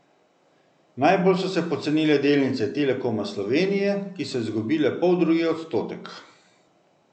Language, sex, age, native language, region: Slovenian, male, 50-59, Slovenian, Central Slovenia